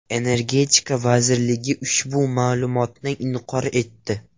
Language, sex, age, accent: Uzbek, male, 12-17, Toshkent viloyati